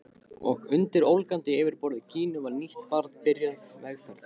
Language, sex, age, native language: Icelandic, male, 15, Icelandic